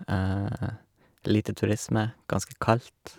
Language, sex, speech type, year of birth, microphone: Norwegian, male, spontaneous, 1986, Shure